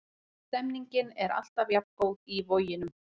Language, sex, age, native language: Icelandic, female, 40-49, Icelandic